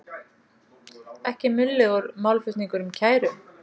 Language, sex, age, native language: Icelandic, female, 40-49, Icelandic